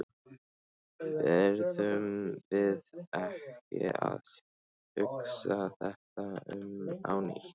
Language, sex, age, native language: Icelandic, male, 15, Icelandic